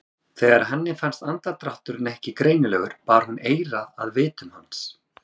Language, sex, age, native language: Icelandic, male, 30-39, Icelandic